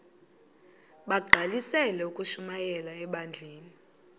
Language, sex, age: Xhosa, female, 22